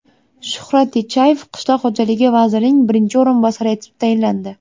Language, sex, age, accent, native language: Uzbek, female, 18-24, Namangan, Uzbek